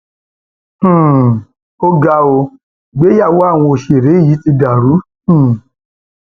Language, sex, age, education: Yoruba, male, 30-45, tertiary